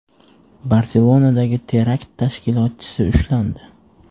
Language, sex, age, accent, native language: Uzbek, male, 18-24, Jizzax, Uzbek